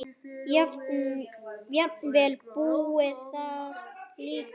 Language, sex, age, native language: Icelandic, male, 8, Icelandic